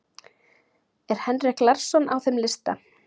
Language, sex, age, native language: Icelandic, female, 30-39, Icelandic